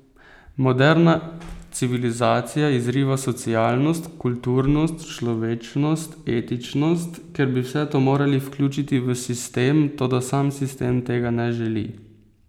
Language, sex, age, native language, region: Slovenian, male, 18-29, Slovenian, Posavska region